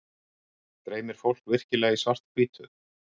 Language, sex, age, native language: Icelandic, male, 60-69, Icelandic